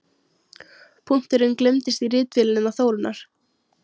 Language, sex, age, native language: Icelandic, female, 13, Icelandic